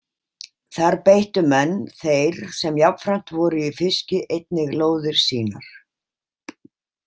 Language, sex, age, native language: Icelandic, female, 50-59, Icelandic